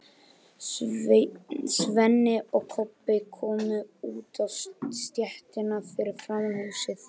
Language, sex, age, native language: Icelandic, male, 12, Icelandic